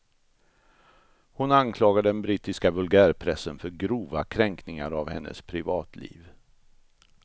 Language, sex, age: Swedish, male, 64